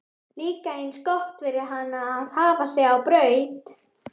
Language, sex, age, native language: Icelandic, female, 11, Icelandic